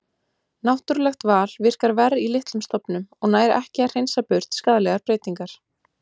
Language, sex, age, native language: Icelandic, female, 20-29, Icelandic